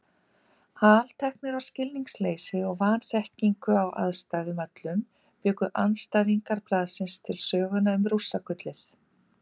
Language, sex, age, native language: Icelandic, female, 50-59, Icelandic